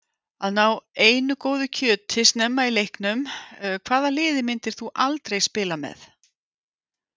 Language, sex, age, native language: Icelandic, female, 50-59, Icelandic